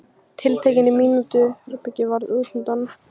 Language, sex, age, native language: Icelandic, female, 15, Icelandic